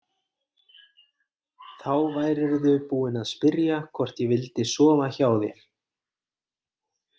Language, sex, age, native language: Icelandic, male, 30-39, Icelandic